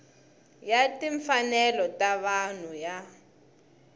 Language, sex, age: Tsonga, female, 20